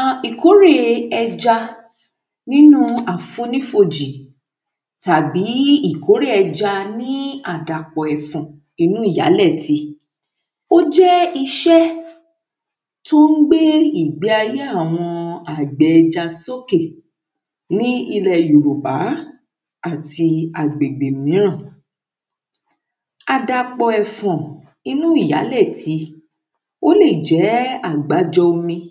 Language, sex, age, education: Yoruba, female, 30-45, secondary